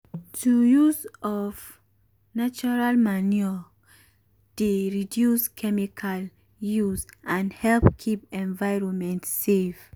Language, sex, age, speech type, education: Nigerian Pidgin, female, 15-29, spontaneous, tertiary